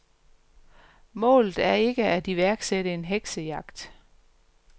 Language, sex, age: Danish, female, 45